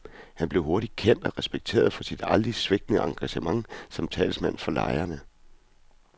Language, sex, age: Danish, male, 41